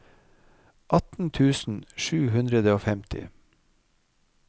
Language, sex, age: Norwegian, male, 55